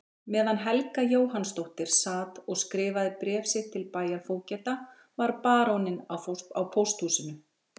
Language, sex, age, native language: Icelandic, female, 40-49, Icelandic